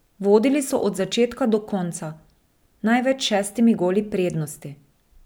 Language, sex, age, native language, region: Slovenian, female, 30-49, Slovenian, Drava region